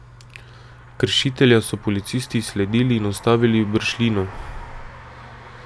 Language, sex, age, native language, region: Slovenian, male, 18-29, Slovenian, Drava region